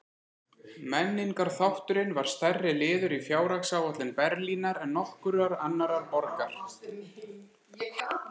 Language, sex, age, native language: Icelandic, female, 50-59, Icelandic